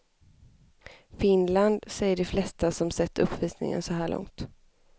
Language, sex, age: Swedish, male, 25